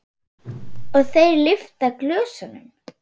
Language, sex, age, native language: Icelandic, female, 8, Swedish